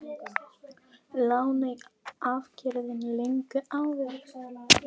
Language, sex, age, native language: Icelandic, female, 20-29, Polish